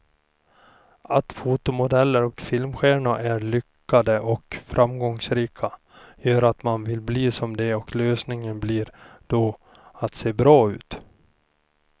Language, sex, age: Swedish, male, 38